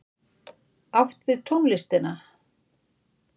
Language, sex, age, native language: Icelandic, female, 60-69, Icelandic